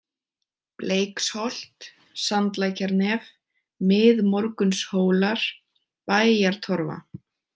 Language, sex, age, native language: Icelandic, female, 20-29, Icelandic